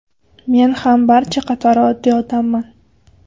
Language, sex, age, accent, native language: Uzbek, female, 25-34, Qashqadaryo, Uzbek